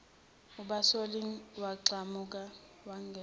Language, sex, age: Zulu, female, 21